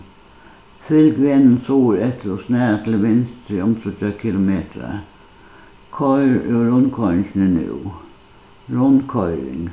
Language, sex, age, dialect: Faroese, female, 61+, Suðuroy